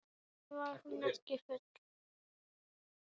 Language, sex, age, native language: Icelandic, female, 7, Icelandic